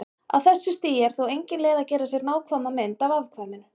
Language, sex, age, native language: Icelandic, female, 30-39, Icelandic